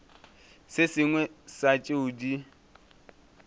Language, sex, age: Northern Sotho, male, 24